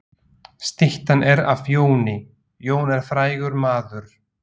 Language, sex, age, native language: Icelandic, male, 40-49, Slovak